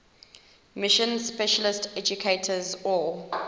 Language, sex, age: English, female, 19